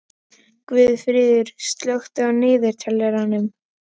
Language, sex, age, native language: Icelandic, male, 12, Icelandic